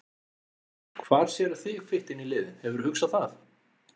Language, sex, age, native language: Icelandic, male, 40-49, Icelandic